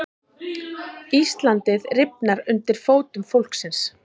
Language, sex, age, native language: Icelandic, female, 40-49, Icelandic